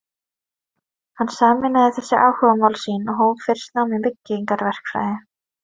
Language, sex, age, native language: Icelandic, female, 30-39, Icelandic